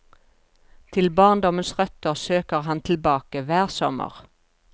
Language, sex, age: Norwegian, female, 42